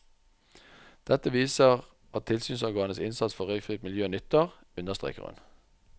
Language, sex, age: Norwegian, male, 44